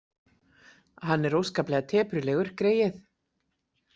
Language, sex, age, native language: Icelandic, female, 40-49, Icelandic